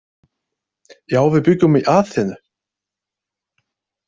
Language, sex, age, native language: Icelandic, male, 30-39, Icelandic